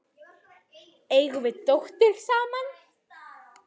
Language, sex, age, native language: Icelandic, female, 10, Icelandic